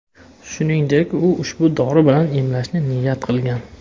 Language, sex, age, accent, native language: Uzbek, male, 19-29, Farg'ona, Uzbek